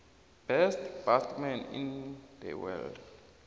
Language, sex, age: South Ndebele, male, 22